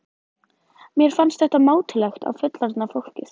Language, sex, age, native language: Icelandic, female, 13, Icelandic